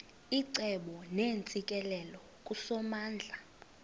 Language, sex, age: Xhosa, female, 22